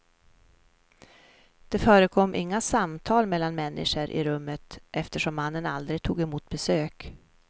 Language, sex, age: Swedish, female, 44